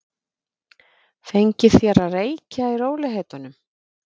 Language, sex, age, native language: Icelandic, female, 50-59, Icelandic